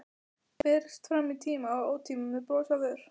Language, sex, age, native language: Icelandic, female, 12, Icelandic